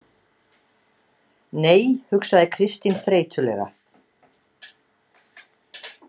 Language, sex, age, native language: Icelandic, female, 60-69, Icelandic